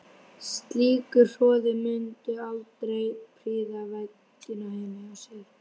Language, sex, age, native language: Icelandic, female, 12, Icelandic